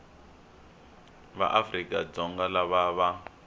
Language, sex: Tsonga, male